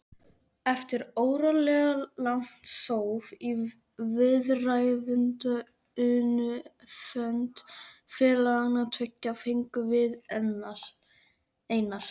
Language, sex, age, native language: Icelandic, male, 11, Icelandic